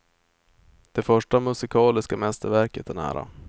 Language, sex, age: Swedish, male, 25